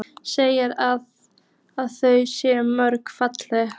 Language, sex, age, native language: Icelandic, female, 15, Icelandic